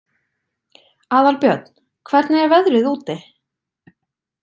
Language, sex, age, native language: Icelandic, female, 20-29, Icelandic